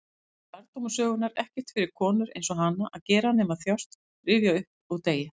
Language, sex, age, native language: Icelandic, female, 50-59, Icelandic